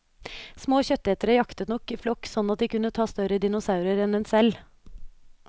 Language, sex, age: Norwegian, female, 29